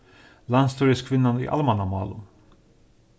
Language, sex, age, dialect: Faroese, male, 36-60, Suðurstreymoy